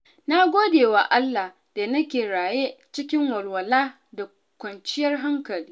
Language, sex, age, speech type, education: Hausa, female, 15-29, spontaneous, tertiary